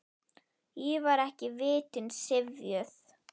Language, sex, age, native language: Icelandic, female, 9, Icelandic